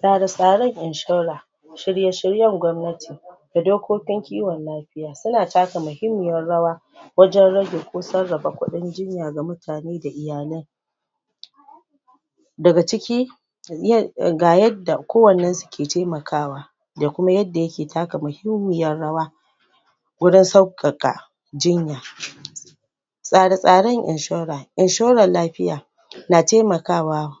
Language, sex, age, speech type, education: Hausa, female, 15-29, spontaneous, tertiary